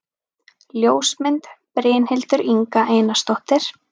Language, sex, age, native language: Icelandic, female, 30-39, Icelandic